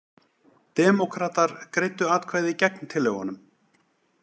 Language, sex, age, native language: Icelandic, male, 40-49, Icelandic